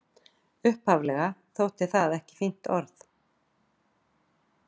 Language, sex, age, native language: Icelandic, female, 40-49, Icelandic